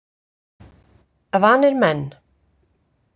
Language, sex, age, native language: Icelandic, female, 50-59, Icelandic